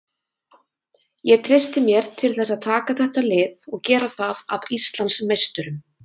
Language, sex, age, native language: Icelandic, female, 20-29, Icelandic